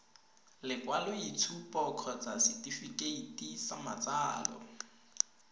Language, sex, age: Tswana, female, 22